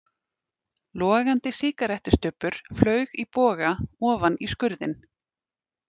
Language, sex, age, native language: Icelandic, female, 30-39, Icelandic